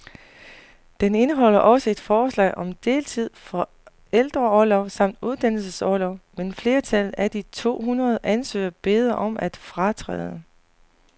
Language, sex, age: Danish, female, 40